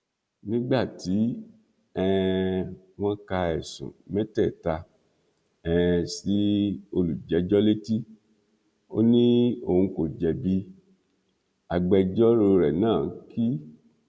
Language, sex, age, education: Yoruba, male, 46-60, tertiary